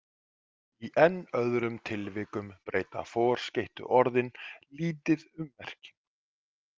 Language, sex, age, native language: Icelandic, male, 40-49, Icelandic